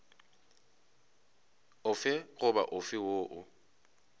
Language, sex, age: Northern Sotho, male, 25